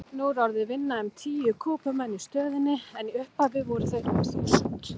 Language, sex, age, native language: Icelandic, female, 40-49, Icelandic